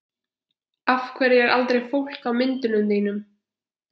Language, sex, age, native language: Icelandic, female, 11, Icelandic